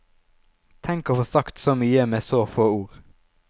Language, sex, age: Norwegian, male, 19